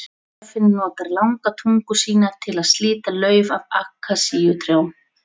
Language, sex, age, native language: Icelandic, female, 40-49, Icelandic